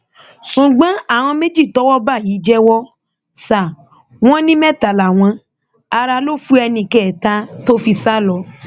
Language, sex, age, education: Yoruba, female, 15-29, tertiary